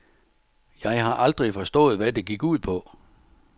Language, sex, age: Danish, male, 64